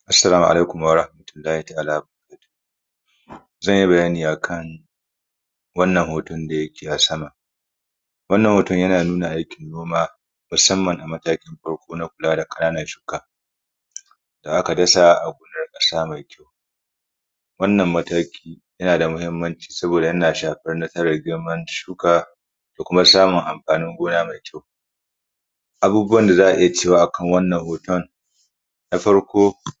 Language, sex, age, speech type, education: Hausa, male, 30-45, spontaneous, primary